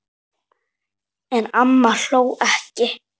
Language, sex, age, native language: Icelandic, male, 7, Icelandic